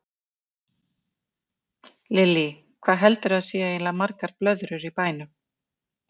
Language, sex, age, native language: Icelandic, female, 50-59, Icelandic